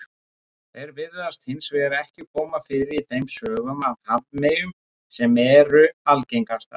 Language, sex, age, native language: Icelandic, male, 30-39, Icelandic